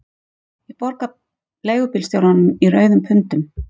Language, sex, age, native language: Icelandic, female, 50-59, Icelandic